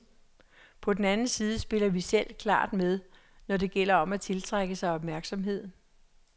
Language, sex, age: Danish, female, 66